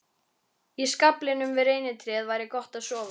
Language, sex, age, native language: Icelandic, female, 13, Icelandic